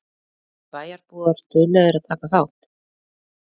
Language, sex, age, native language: Icelandic, female, 20-29, Icelandic